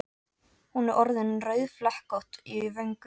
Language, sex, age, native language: Icelandic, female, 14, Icelandic